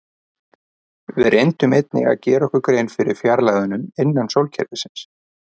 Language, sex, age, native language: Icelandic, male, 30-39, Icelandic